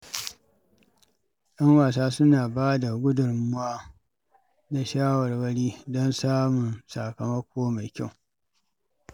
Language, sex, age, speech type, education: Hausa, male, 46-60, read, secondary